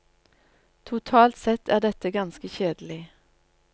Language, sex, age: Norwegian, female, 47